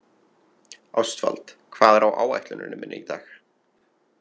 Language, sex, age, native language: Icelandic, male, 20-29, Icelandic